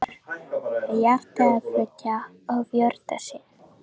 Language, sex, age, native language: Icelandic, female, 14, Icelandic